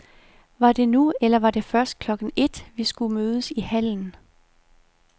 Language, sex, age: Danish, female, 51